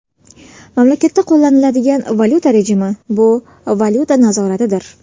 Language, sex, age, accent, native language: Uzbek, female, 18-24, Sirdaryo, Uzbek